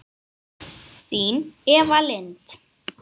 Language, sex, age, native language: Icelandic, other, 10, Icelandic